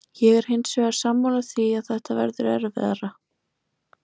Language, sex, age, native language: Icelandic, female, 20-29, Icelandic